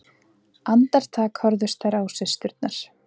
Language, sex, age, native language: Icelandic, female, 20-29, Icelandic